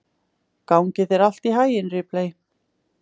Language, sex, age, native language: Icelandic, female, 20-29, Icelandic